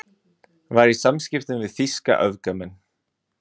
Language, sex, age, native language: Icelandic, male, 20-29, Icelandic